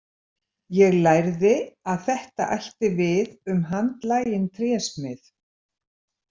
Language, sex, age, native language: Icelandic, female, 70-79, Icelandic